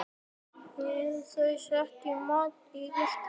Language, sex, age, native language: Icelandic, female, 8, Icelandic